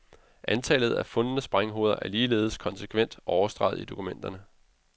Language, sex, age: Danish, male, 32